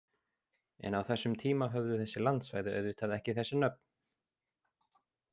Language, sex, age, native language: Icelandic, male, 20-29, Icelandic